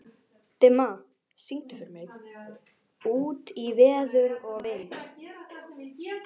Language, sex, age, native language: Icelandic, male, 11, Icelandic